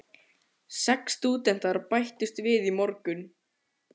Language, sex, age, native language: Icelandic, male, 14, Icelandic